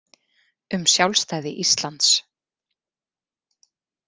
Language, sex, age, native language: Icelandic, female, 40-49, Icelandic